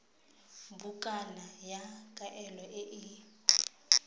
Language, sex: Tswana, female